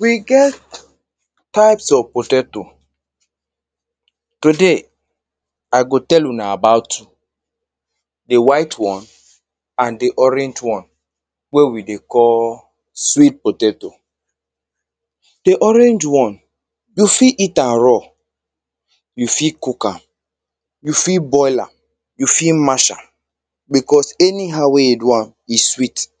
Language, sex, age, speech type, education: Nigerian Pidgin, male, 30-45, spontaneous, tertiary